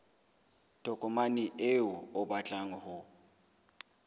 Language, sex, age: Southern Sotho, male, 21